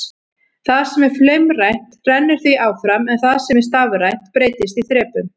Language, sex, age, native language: Icelandic, female, 40-49, Icelandic